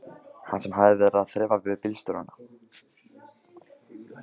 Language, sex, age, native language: Icelandic, male, 15, Icelandic